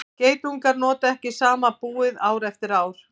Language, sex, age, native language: Icelandic, female, 50-59, Icelandic